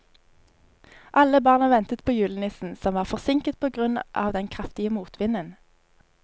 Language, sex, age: Norwegian, female, 25